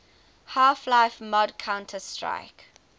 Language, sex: English, female